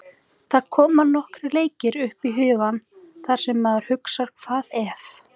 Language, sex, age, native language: Icelandic, female, 18-19, Icelandic